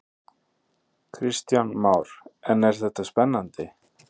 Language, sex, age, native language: Icelandic, male, 30-39, Icelandic